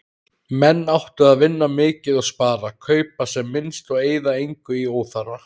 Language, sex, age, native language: Icelandic, male, 30-39, Icelandic